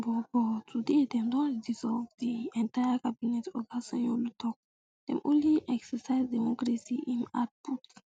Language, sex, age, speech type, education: Nigerian Pidgin, female, 15-29, spontaneous, secondary